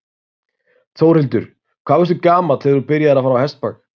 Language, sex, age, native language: Icelandic, male, 30-39, Icelandic